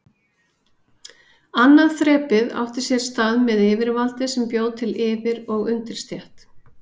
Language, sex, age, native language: Icelandic, female, 50-59, Icelandic